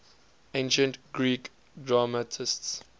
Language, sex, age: English, male, 20